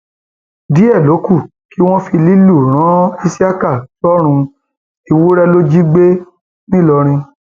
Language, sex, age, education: Yoruba, male, 30-45, tertiary